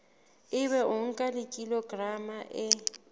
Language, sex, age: Southern Sotho, female, 19